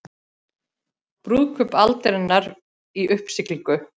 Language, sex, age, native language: Icelandic, female, 40-49, Icelandic